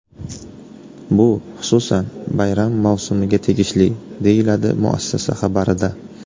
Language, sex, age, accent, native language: Uzbek, male, 18-24, Navoiy, Uzbek